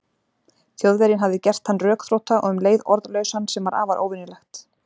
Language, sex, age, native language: Icelandic, female, 40-49, Icelandic